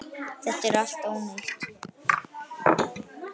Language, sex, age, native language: Icelandic, male, 9, Icelandic